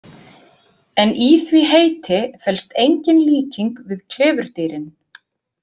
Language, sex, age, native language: Icelandic, female, 50-59, Icelandic